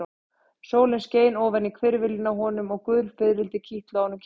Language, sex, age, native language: Icelandic, male, 30-39, Icelandic